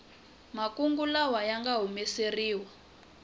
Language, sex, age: Tsonga, female, 20